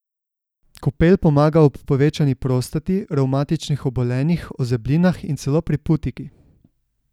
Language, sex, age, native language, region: Slovenian, male, 18-29, Slovenian, Savinja region